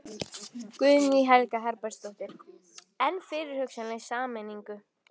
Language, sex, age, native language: Icelandic, female, 14, Icelandic